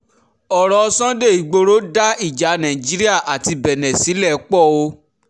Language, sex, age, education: Yoruba, male, 15-29, tertiary